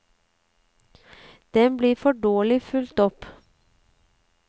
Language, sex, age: Norwegian, female, 35